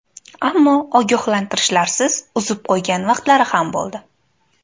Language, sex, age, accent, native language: Uzbek, female, 18-24, Andijon, Uzbek